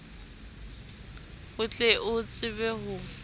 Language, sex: Southern Sotho, female